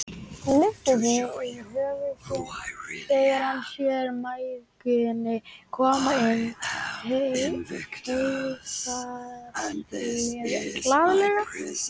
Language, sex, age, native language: Icelandic, male, 18-19, Icelandic